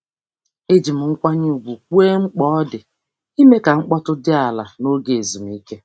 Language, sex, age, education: Igbo, female, 30-45, tertiary